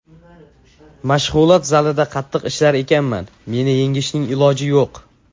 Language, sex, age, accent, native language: Uzbek, male, under 19, Jizzax, Uzbek